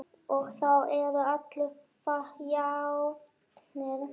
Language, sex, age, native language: Icelandic, male, 9, Icelandic